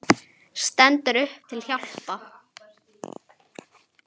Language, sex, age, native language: Icelandic, female, 10, Icelandic